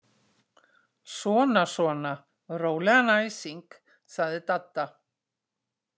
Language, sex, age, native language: Icelandic, female, 60-69, Icelandic